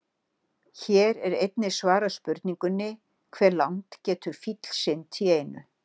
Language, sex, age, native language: Icelandic, female, 60-69, Icelandic